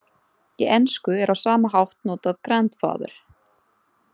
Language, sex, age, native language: Icelandic, female, 30-39, Icelandic